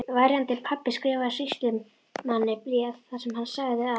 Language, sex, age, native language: Icelandic, female, 11, Icelandic